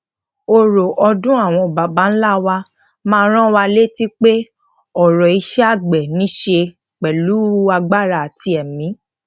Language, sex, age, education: Yoruba, female, 15-29, tertiary